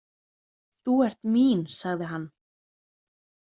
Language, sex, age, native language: Icelandic, female, 20-29, Icelandic